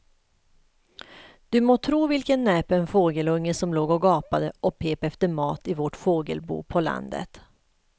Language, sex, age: Swedish, female, 38